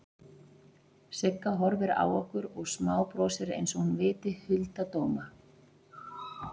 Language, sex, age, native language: Icelandic, female, 40-49, Icelandic